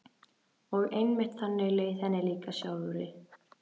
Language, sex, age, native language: Icelandic, female, 13, Icelandic